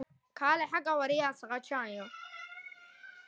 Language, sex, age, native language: Icelandic, other, 18-19, Icelandic